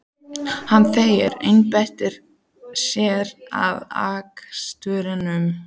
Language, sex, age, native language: Icelandic, female, 14, Icelandic